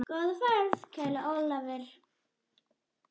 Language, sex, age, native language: Icelandic, female, 10, Icelandic